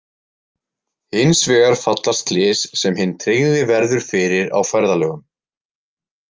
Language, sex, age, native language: Icelandic, male, 20-29, Icelandic